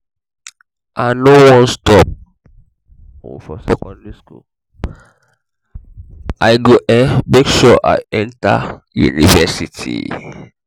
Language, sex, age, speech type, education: Nigerian Pidgin, male, 15-29, spontaneous, tertiary